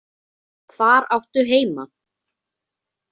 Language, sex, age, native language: Icelandic, female, 20-29, Icelandic